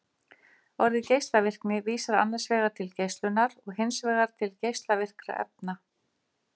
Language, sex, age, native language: Icelandic, female, 50-59, Icelandic